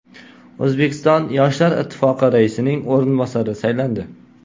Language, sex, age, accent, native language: Uzbek, male, 18-24, Qoraqalpog'iston, Uzbek